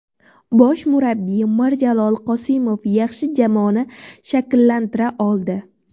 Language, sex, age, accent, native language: Uzbek, female, 18-24, Surxondaryo, Uzbek